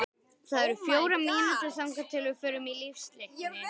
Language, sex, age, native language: Icelandic, male, 10, Icelandic